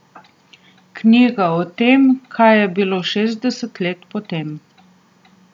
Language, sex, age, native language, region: Slovenian, female, 30-49, Slovenian, Southeast Slovenia